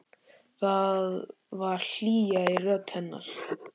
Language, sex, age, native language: Icelandic, male, 13, Icelandic